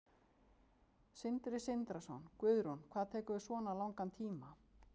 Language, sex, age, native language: Icelandic, female, 50-59, Icelandic